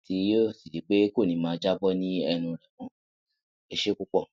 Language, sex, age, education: Yoruba, male, 15-29, tertiary